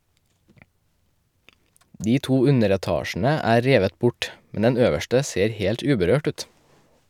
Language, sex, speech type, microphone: Norwegian, male, read, Shure